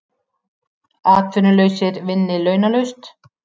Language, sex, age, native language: Icelandic, female, 40-49, Icelandic